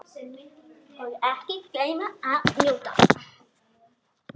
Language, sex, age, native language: Icelandic, male, 9, Icelandic